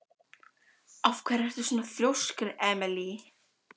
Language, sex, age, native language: Icelandic, female, 12, Icelandic